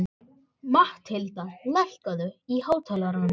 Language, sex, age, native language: Icelandic, male, 14, Icelandic